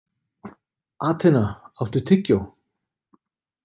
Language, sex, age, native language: Icelandic, male, 50-59, Icelandic